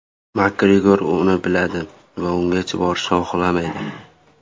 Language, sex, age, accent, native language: Uzbek, male, 18-24, Surxondaryo, Uzbek